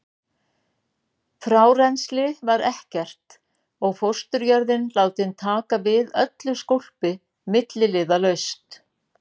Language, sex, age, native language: Icelandic, female, 60-69, Icelandic